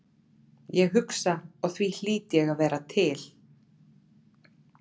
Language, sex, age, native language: Icelandic, female, 40-49, Icelandic